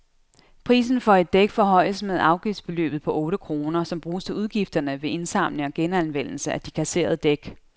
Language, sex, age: Danish, female, 32